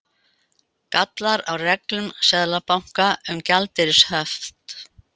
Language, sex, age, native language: Icelandic, female, 80-89, Icelandic